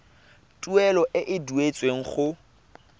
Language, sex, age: Tswana, male, 24